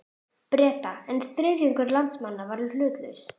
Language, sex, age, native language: Icelandic, female, 12, Icelandic